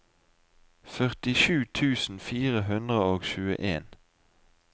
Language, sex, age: Norwegian, male, 20